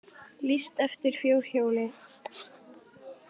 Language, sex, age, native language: Icelandic, female, 20-29, Icelandic